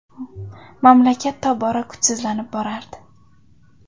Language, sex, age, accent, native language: Uzbek, female, under 19, Toshkent viloyati, Uzbek